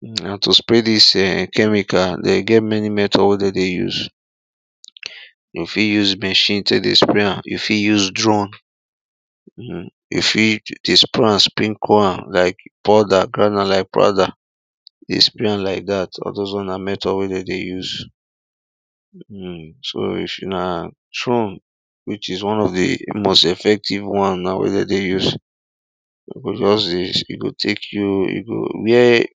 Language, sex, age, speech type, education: Nigerian Pidgin, male, 30-45, spontaneous, primary